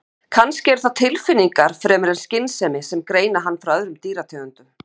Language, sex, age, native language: Icelandic, female, 50-59, Icelandic